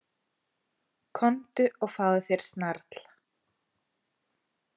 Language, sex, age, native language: Icelandic, female, 40-49, Icelandic